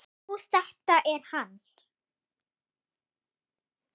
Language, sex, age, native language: Icelandic, female, 8, Icelandic